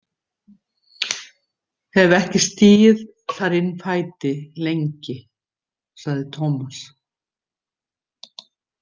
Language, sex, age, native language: Icelandic, female, 60-69, Icelandic